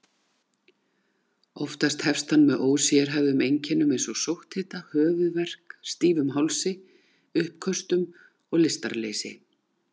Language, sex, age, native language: Icelandic, female, 40-49, Icelandic